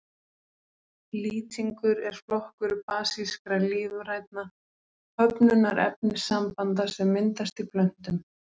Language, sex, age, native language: Icelandic, female, 30-39, Icelandic